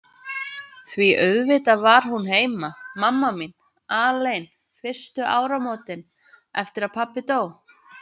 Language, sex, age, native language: Icelandic, female, 20-29, Icelandic